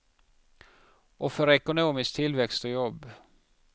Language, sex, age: Swedish, male, 50